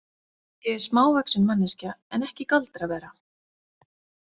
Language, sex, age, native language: Icelandic, female, 40-49, Icelandic